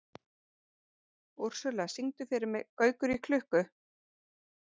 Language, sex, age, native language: Icelandic, female, 40-49, Icelandic